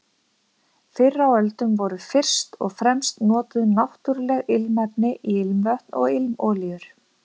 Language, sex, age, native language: Icelandic, female, 50-59, Icelandic